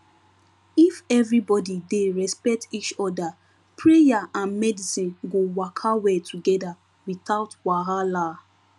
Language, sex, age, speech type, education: Nigerian Pidgin, female, 15-29, spontaneous, tertiary